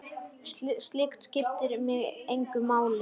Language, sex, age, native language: Icelandic, male, 10, Icelandic